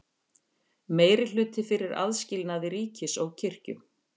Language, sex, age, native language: Icelandic, female, 50-59, Icelandic